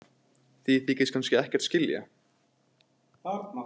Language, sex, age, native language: Icelandic, male, 18-19, Icelandic